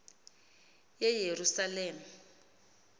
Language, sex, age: Xhosa, female, 38